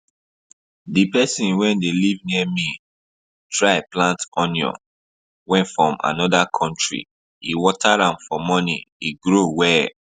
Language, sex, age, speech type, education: Nigerian Pidgin, male, 30-45, spontaneous, tertiary